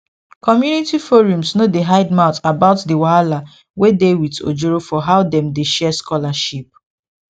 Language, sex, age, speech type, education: Nigerian Pidgin, female, 15-29, spontaneous, secondary